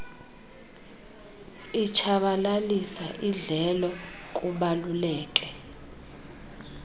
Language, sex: Xhosa, female